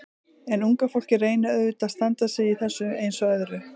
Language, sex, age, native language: Icelandic, female, 40-49, Icelandic